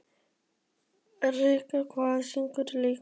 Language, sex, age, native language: Icelandic, male, 12, Icelandic